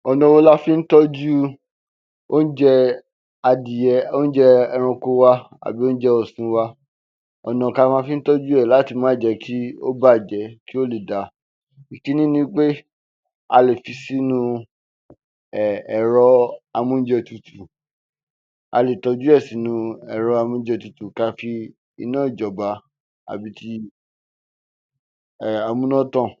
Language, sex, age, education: Yoruba, male, 15-29, tertiary